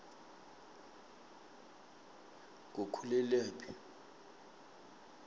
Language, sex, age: South Ndebele, male, 25